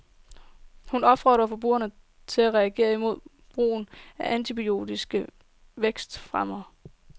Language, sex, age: Danish, female, 18